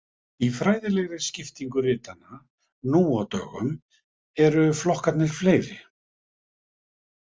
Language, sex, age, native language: Icelandic, male, 50-59, Icelandic